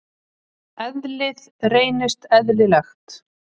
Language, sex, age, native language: Icelandic, female, 30-39, Icelandic